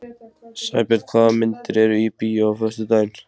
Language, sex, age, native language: Icelandic, male, 14, Icelandic